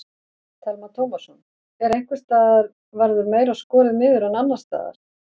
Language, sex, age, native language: Icelandic, female, 40-49, Icelandic